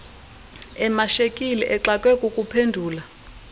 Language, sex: Xhosa, female